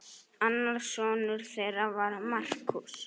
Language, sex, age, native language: Icelandic, male, 9, Icelandic